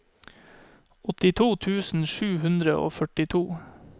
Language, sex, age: Norwegian, male, 31